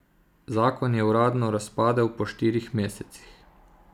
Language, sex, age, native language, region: Slovenian, male, 30-49, Slovenian, Zasavska region